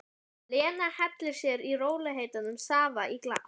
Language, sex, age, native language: Icelandic, female, 11, Icelandic